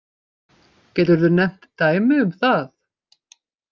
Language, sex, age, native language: Icelandic, female, 50-59, Icelandic